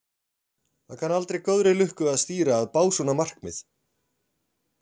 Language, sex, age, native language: Icelandic, male, 40-49, Icelandic